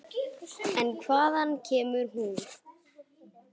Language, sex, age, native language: Icelandic, male, 8, Icelandic